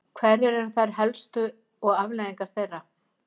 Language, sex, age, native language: Icelandic, female, 50-59, Icelandic